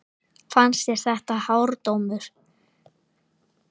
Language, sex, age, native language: Icelandic, male, 9, Icelandic